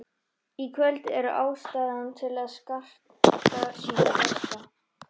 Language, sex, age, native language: Icelandic, female, 13, Icelandic